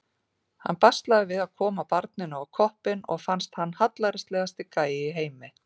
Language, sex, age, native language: Icelandic, female, 40-49, Icelandic